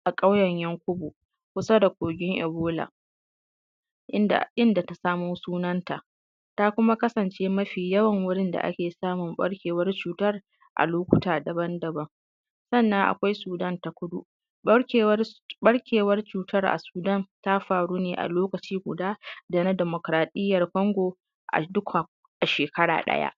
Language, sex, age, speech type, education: Hausa, female, 15-29, spontaneous, secondary